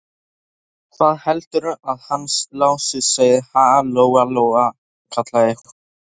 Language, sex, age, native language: Icelandic, male, 13, Polish